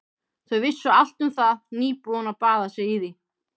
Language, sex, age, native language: Icelandic, female, 30-39, Icelandic